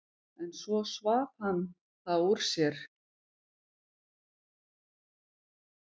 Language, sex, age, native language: Icelandic, female, 50-59, Icelandic